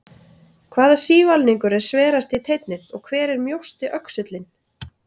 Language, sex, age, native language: Icelandic, female, 30-39, Icelandic